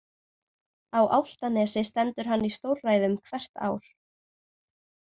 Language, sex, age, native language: Icelandic, female, 18-19, Icelandic